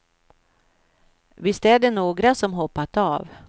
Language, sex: Swedish, female